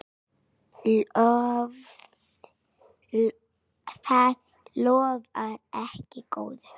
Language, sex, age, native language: Icelandic, female, 9, Icelandic